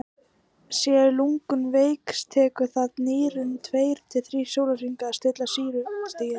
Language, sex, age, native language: Icelandic, female, 18-19, Icelandic